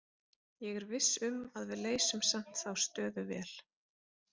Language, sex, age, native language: Icelandic, female, 30-39, Icelandic